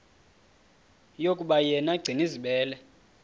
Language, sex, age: Xhosa, male, 31